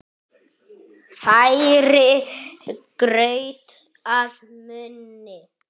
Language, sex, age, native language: Icelandic, male, 10, Icelandic